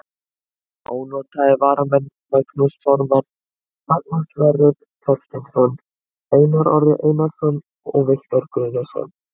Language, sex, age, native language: Icelandic, female, 20-29, Icelandic